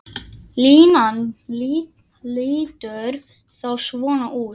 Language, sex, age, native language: Icelandic, male, 10, Icelandic